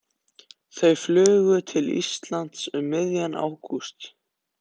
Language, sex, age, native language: Icelandic, other, 14, Icelandic